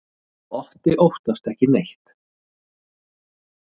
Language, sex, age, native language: Icelandic, male, 30-39, Icelandic